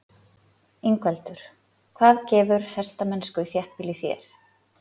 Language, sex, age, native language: Icelandic, female, 40-49, Icelandic